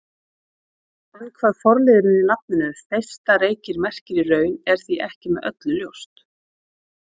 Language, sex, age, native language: Icelandic, female, 40-49, Icelandic